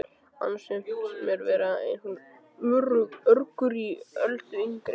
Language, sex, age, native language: Icelandic, male, 13, Icelandic